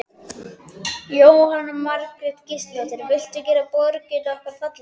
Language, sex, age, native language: Icelandic, male, 12, Icelandic